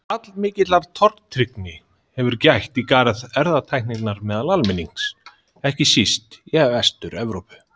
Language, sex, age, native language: Icelandic, male, 30-39, Icelandic